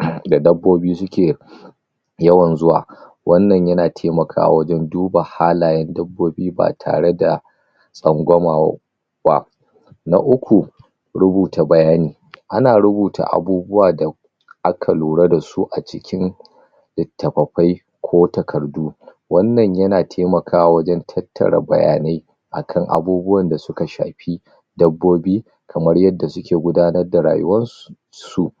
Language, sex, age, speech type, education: Hausa, male, 30-45, spontaneous, tertiary